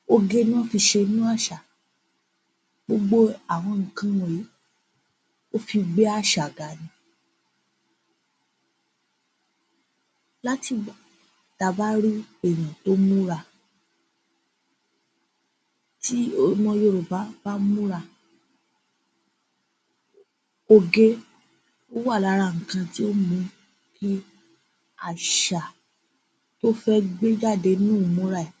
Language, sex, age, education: Yoruba, female, 15-29, tertiary